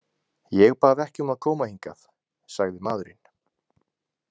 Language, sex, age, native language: Icelandic, male, 20-29, Icelandic